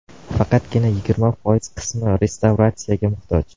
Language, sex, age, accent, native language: Uzbek, male, 18-24, Jizzax, Uzbek